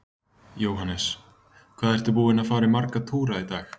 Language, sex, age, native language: Icelandic, male, 20-29, Icelandic